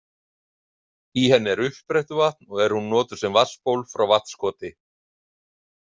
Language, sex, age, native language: Icelandic, male, 50-59, Icelandic